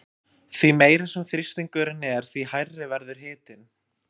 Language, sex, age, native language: Icelandic, male, 20-29, Icelandic